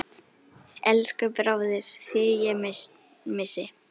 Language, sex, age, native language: Icelandic, female, 10, Icelandic